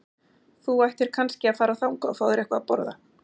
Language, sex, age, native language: Icelandic, female, 40-49, Icelandic